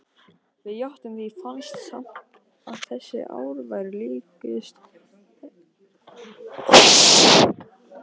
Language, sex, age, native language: Icelandic, male, 18-19, Icelandic